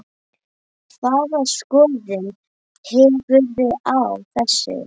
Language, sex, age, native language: Icelandic, male, 9, Icelandic